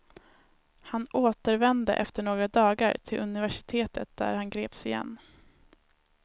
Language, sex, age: Swedish, female, 19